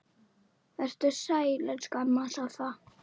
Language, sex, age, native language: Icelandic, female, 9, Icelandic